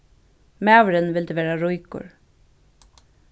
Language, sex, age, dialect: Faroese, female, 36-60, Vágar